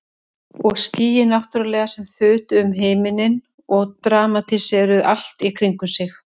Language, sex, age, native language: Icelandic, female, 30-39, Icelandic